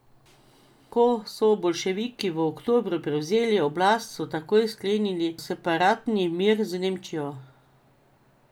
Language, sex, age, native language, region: Slovenian, female, 50-59, Slovenian, Drava region